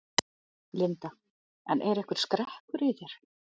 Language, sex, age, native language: Icelandic, other, 40-49, Icelandic